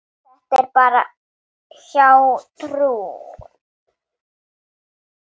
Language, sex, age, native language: Icelandic, female, 8, Icelandic